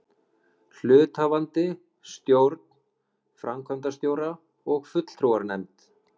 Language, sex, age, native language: Icelandic, male, 30-39, Icelandic